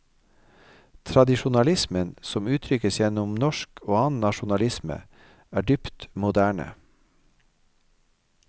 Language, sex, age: Norwegian, male, 55